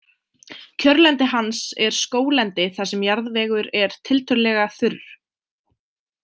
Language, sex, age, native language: Icelandic, female, 20-29, Icelandic